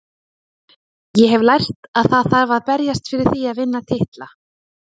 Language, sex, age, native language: Icelandic, female, 30-39, Icelandic